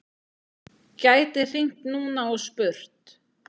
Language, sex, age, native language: Icelandic, female, 9, Icelandic